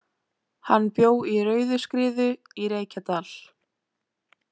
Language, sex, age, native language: Icelandic, female, 18-19, Icelandic